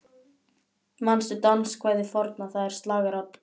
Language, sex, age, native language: Icelandic, male, 11, Icelandic